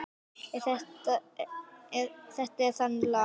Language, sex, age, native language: Icelandic, female, 9, Icelandic